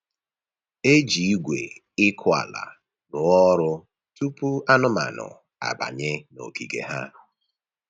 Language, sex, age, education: Igbo, male, 15-29, tertiary